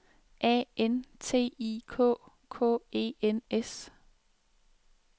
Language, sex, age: Danish, female, 36